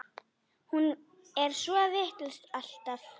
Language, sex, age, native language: Icelandic, female, 10, Icelandic